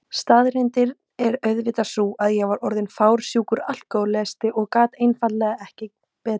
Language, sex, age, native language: Icelandic, female, 18-19, Icelandic